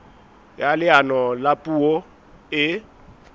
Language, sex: Southern Sotho, male